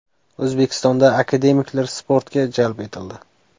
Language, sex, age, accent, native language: Uzbek, male, 25-34, Jizzax, Uzbek